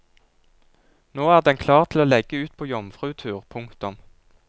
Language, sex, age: Norwegian, male, 22